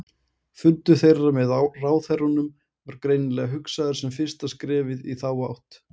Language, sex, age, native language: Icelandic, male, 20-29, Icelandic